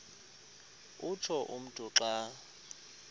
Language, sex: Xhosa, male